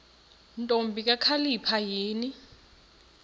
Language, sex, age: Xhosa, female, 35